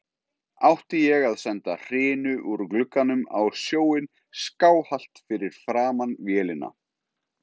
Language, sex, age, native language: Icelandic, male, 30-39, Icelandic